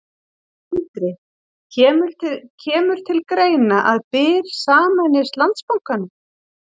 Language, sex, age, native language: Icelandic, female, 40-49, Icelandic